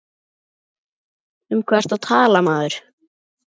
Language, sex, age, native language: Icelandic, male, 11, Icelandic